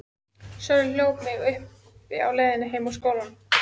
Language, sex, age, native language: Icelandic, female, 14, Icelandic